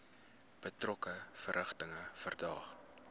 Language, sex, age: Afrikaans, male, 20